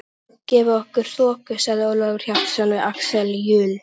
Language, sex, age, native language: Icelandic, male, 11, Icelandic